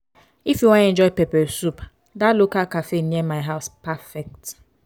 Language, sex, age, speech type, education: Nigerian Pidgin, female, 15-29, spontaneous, tertiary